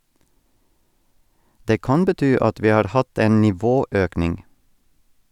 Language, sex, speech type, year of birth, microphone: Norwegian, male, read, 1984, Sennheiser